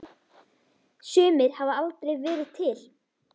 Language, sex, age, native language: Icelandic, female, 10, Icelandic